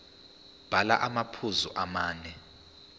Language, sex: Zulu, male